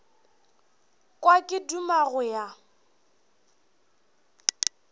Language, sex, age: Northern Sotho, female, 21